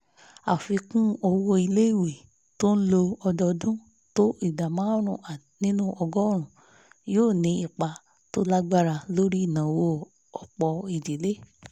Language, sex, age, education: Yoruba, female, 15-29, tertiary